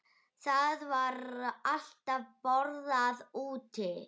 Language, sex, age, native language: Icelandic, female, 8, Icelandic